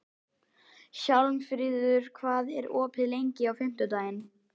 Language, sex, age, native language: Icelandic, male, 11, Icelandic